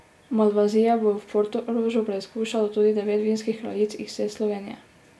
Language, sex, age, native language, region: Slovenian, female, 18-29, Slovenian, Drava region